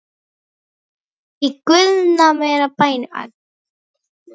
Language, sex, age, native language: Icelandic, male, 9, Icelandic